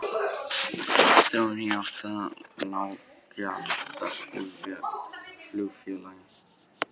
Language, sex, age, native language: Icelandic, male, 14, Icelandic